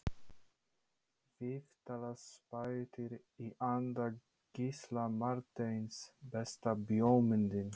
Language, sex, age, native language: Icelandic, male, 30-39, Polish